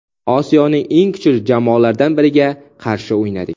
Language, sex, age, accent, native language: Uzbek, male, 19-29, Samarqand, Uzbek